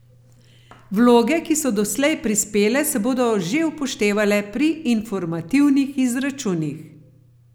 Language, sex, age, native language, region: Slovenian, female, 50-59, Slovenian, Gorenjska region